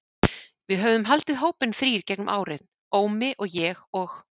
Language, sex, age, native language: Icelandic, female, 40-49, Icelandic